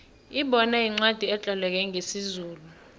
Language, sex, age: South Ndebele, female, 23